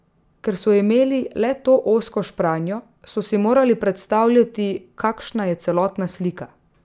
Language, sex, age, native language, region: Slovenian, female, 18-29, Slovenian, Drava region